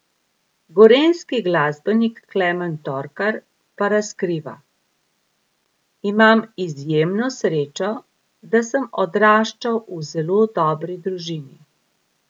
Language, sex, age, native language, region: Slovenian, female, 50-59, Slovenian, Gorica region